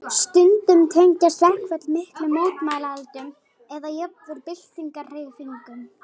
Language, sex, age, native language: Icelandic, female, 18-19, Icelandic